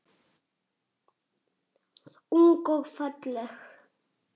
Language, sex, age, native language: Icelandic, male, 6, Icelandic